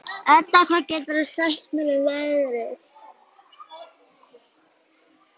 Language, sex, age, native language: Icelandic, female, 11, Icelandic